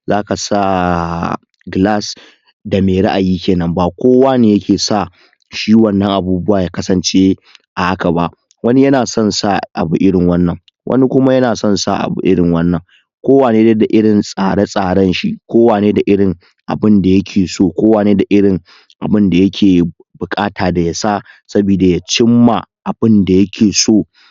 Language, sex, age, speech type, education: Hausa, male, 15-29, spontaneous, tertiary